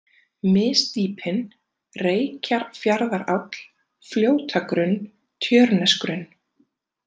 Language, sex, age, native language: Icelandic, female, 30-39, Icelandic